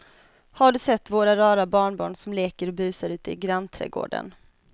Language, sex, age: Swedish, female, 25